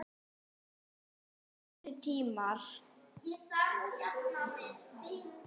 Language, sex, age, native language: Icelandic, female, 8, Icelandic